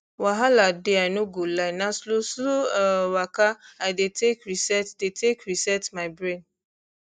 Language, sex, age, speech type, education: Nigerian Pidgin, female, 15-29, spontaneous, tertiary